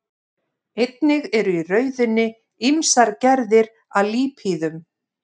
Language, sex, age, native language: Icelandic, female, 50-59, Icelandic